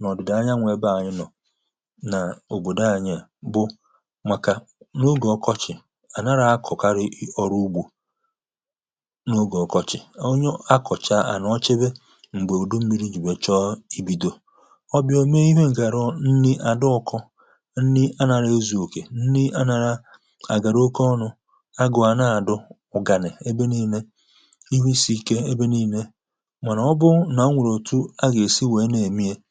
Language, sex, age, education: Igbo, male, 30-45, tertiary